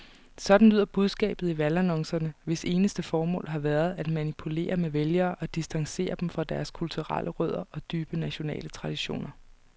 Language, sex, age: Danish, female, 29